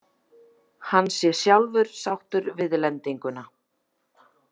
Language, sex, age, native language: Icelandic, female, 40-49, Icelandic